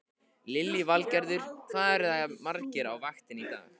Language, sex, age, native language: Icelandic, male, 15, Icelandic